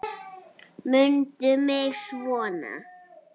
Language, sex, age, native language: Icelandic, female, 6, Icelandic